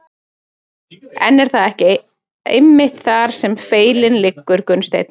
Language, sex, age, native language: Icelandic, female, 30-39, Icelandic